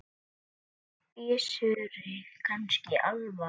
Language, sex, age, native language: Icelandic, male, 7, Icelandic